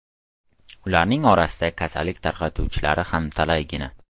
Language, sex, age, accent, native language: Uzbek, male, 12-17, Toshkent viloyati, Uzbek